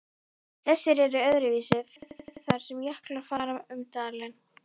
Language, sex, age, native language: Icelandic, female, 12, Icelandic